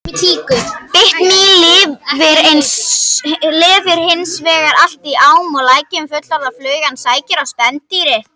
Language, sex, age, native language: Icelandic, female, 50-59, Icelandic